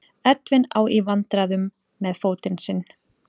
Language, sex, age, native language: Icelandic, female, 40-49, Icelandic